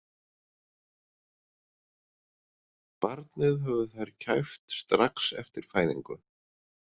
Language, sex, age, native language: Icelandic, male, 40-49, Icelandic